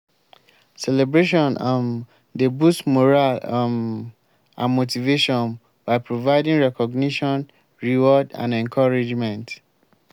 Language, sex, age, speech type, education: Nigerian Pidgin, male, 15-29, spontaneous, tertiary